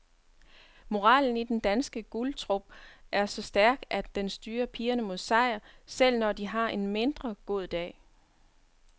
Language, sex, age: Danish, female, 42